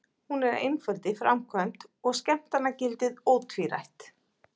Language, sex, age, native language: Icelandic, female, 40-49, Icelandic